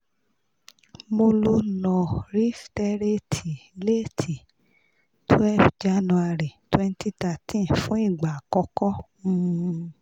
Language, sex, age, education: Yoruba, female, 30-45, tertiary